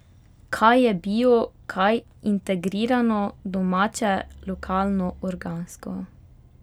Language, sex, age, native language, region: Slovenian, female, 18-29, Slovenian, Pomurje region